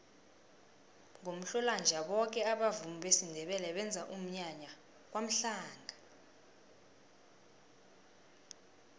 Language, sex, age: South Ndebele, female, 19